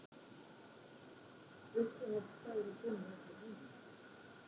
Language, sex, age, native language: Icelandic, female, 50-59, Icelandic